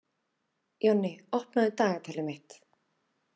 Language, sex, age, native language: Icelandic, female, 30-39, Icelandic